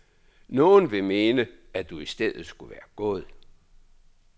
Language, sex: Danish, male